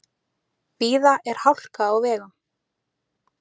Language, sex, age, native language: Icelandic, female, 30-39, Icelandic